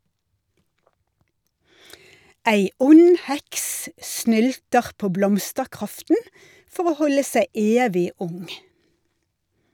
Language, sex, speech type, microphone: Norwegian, female, read, Shure